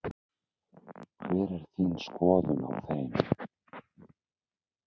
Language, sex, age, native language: Icelandic, male, 60-69, Icelandic